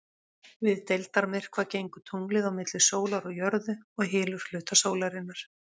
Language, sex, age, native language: Icelandic, female, 40-49, Icelandic